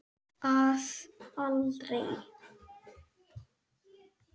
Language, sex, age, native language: Icelandic, male, 9, Icelandic